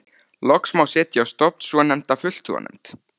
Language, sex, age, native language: Icelandic, male, 13, Icelandic